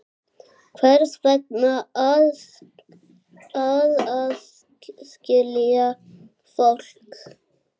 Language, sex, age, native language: Icelandic, male, 7, Icelandic